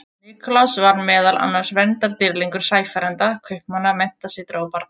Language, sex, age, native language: Icelandic, female, 20-29, Icelandic